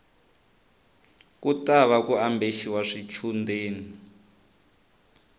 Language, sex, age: Tsonga, male, 25